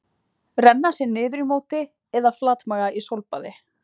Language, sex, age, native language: Icelandic, other, 20-29, Icelandic